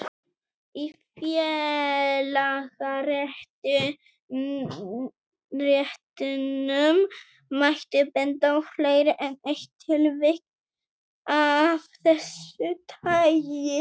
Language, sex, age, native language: Icelandic, male, 18-19, Icelandic